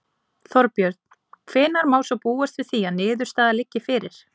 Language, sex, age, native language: Icelandic, female, 20-29, Icelandic